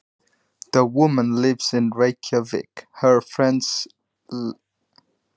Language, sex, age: Icelandic, male, 20-29